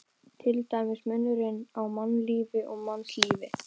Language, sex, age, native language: Icelandic, female, 12, Icelandic